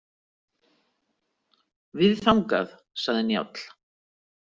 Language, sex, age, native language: Icelandic, female, 60-69, Icelandic